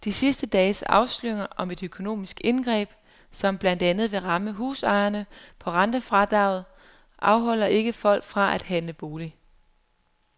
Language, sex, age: Danish, female, 23